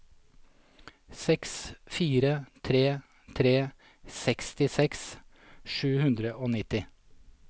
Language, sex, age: Norwegian, male, 47